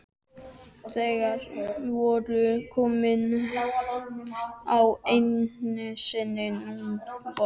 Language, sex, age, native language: Icelandic, male, 12, Icelandic